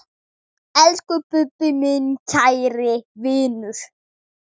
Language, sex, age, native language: Icelandic, male, 9, Icelandic